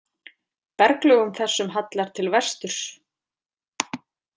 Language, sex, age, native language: Icelandic, female, 40-49, Icelandic